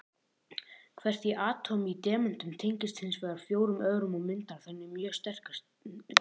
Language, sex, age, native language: Icelandic, female, 18-19, Icelandic